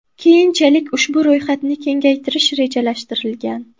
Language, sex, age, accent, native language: Uzbek, female, under 19, Buxoro, Uzbek